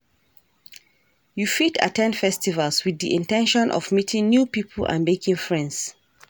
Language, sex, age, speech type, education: Nigerian Pidgin, female, 46-60, read, tertiary